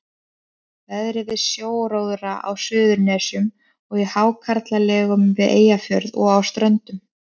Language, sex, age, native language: Icelandic, female, 30-39, Icelandic